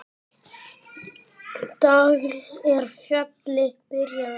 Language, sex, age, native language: Icelandic, male, 8, Icelandic